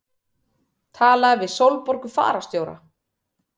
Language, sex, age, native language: Icelandic, female, 30-39, Icelandic